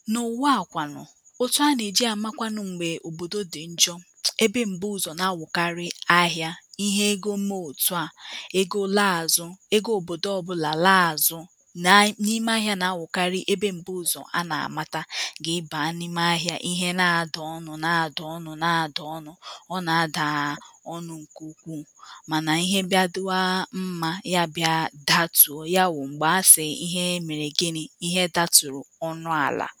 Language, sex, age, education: Igbo, female, 15-29, tertiary